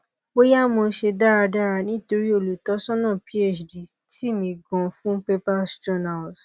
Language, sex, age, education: Yoruba, female, 15-29, tertiary